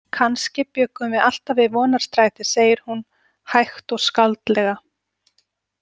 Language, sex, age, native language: Icelandic, female, 40-49, Icelandic